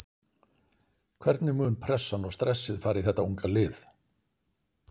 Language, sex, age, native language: Icelandic, male, 60-69, Icelandic